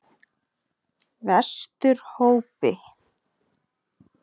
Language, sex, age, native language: Icelandic, female, 30-39, Icelandic